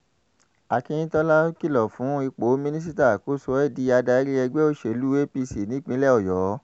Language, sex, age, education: Yoruba, male, 30-45, tertiary